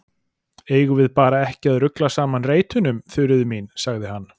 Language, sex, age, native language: Icelandic, male, 40-49, Icelandic